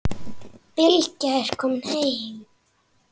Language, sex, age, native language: Icelandic, female, 9, Icelandic